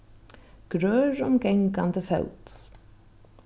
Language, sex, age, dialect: Faroese, female, 36-60, Norðuroyggjar